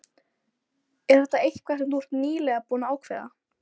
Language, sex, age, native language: Icelandic, female, 12, Icelandic